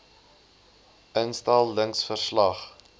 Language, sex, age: Afrikaans, male, 20